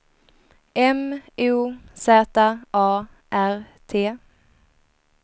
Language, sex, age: Swedish, female, 23